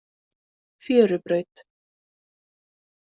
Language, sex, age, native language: Icelandic, female, 20-29, Icelandic